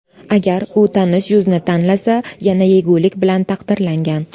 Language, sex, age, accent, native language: Uzbek, female, 18-24, Toshkent shahri, Uzbek